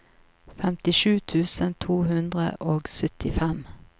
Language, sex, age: Norwegian, female, 38